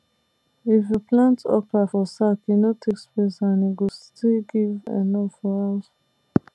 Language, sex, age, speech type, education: Nigerian Pidgin, female, 15-29, spontaneous, tertiary